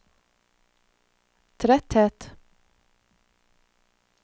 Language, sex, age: Norwegian, female, 46